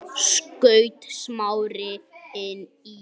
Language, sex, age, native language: Icelandic, male, 9, Icelandic